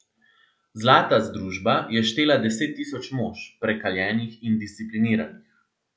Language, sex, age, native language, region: Slovenian, male, 18-29, Slovenian, Central Slovenia